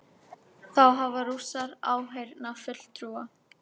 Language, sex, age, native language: Icelandic, female, 18-19, Icelandic